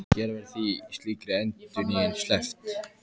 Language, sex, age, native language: Icelandic, male, 14, Icelandic